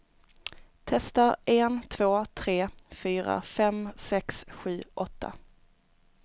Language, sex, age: Swedish, female, 29